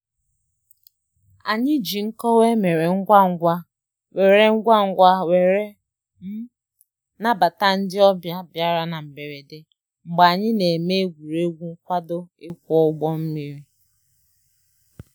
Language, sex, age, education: Igbo, male, 15-29, tertiary